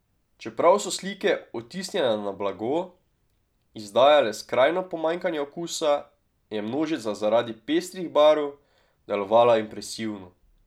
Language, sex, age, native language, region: Slovenian, male, 18-29, Slovenian, Drava region